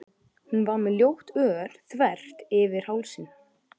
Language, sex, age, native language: Icelandic, male, 12, Icelandic